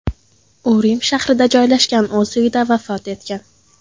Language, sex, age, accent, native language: Uzbek, female, under 19, Toshkent viloyati, Uzbek